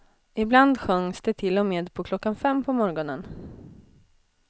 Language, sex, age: Swedish, female, 20